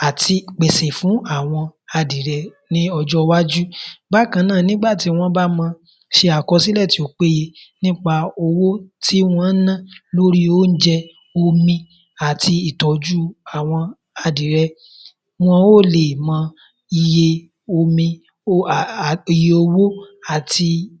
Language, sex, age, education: Yoruba, male, 15-29, tertiary